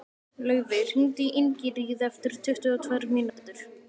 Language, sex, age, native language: Icelandic, male, 12, Icelandic